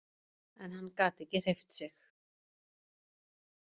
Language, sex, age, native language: Icelandic, female, 50-59, Icelandic